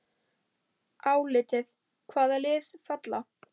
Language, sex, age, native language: Icelandic, female, 10, Icelandic